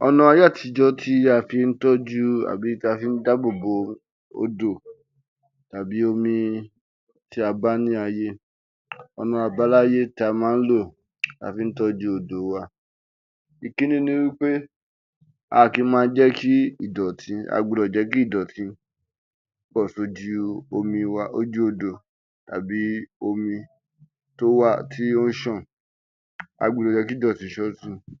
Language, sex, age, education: Yoruba, male, 15-29, tertiary